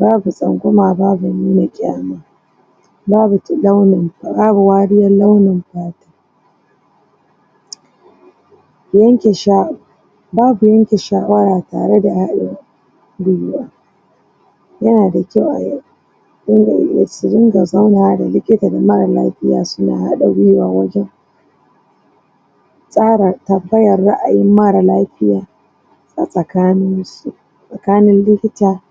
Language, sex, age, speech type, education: Hausa, female, 30-45, spontaneous, tertiary